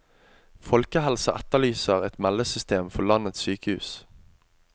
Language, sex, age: Norwegian, male, 25